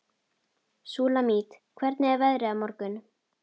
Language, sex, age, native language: Icelandic, female, 12, Icelandic